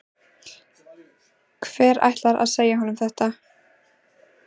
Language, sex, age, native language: Icelandic, female, 14, Icelandic